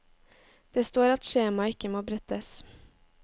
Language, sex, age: Norwegian, female, 18